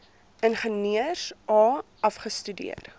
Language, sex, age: Afrikaans, female, 23